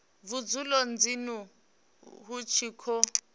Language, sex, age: Venda, female, 28